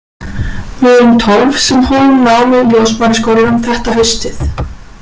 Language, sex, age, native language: Icelandic, female, 40-49, Icelandic